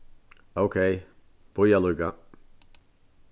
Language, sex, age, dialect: Faroese, male, 61+, Vágar